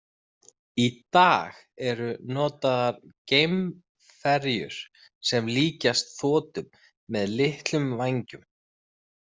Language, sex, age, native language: Icelandic, male, 30-39, Icelandic